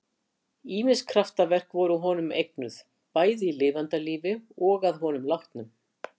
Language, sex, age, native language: Icelandic, female, 60-69, Icelandic